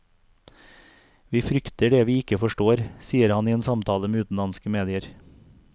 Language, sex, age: Norwegian, male, 42